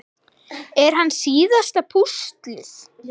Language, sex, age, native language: Icelandic, female, 6, German